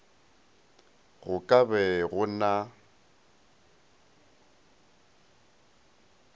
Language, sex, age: Northern Sotho, male, 19